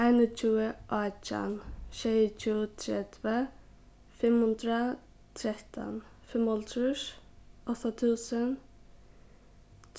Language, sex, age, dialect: Faroese, female, 15-35, Suðurstreymoy